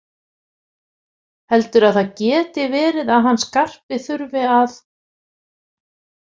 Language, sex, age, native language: Icelandic, female, 50-59, Icelandic